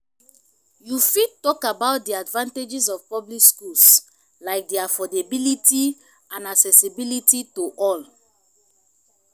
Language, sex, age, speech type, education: Nigerian Pidgin, female, 15-29, spontaneous, tertiary